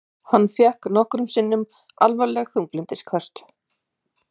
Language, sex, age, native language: Icelandic, female, 50-59, Icelandic